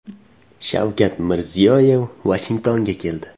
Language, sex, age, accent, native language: Uzbek, male, 18-24, Farg'ona, Uzbek